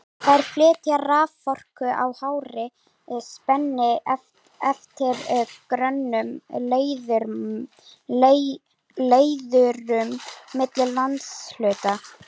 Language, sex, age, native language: Icelandic, female, 18-19, Icelandic